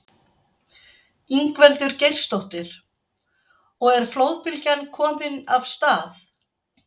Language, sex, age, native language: Icelandic, female, 60-69, Icelandic